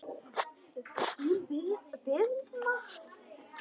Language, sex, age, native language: Icelandic, female, 10, Icelandic